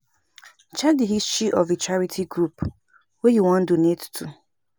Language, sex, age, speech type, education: Nigerian Pidgin, female, 30-45, spontaneous, tertiary